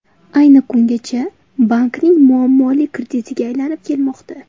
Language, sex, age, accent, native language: Uzbek, female, 18-24, Toshkent viloyati, Uzbek